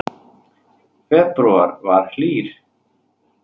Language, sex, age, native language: Icelandic, male, 30-39, Icelandic